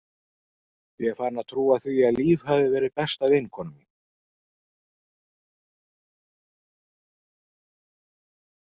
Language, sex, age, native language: Icelandic, male, 40-49, Icelandic